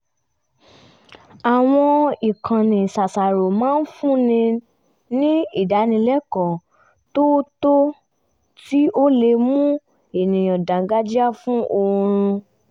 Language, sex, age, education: Yoruba, female, 15-29, tertiary